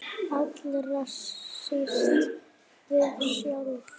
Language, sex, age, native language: Icelandic, female, 8, Icelandic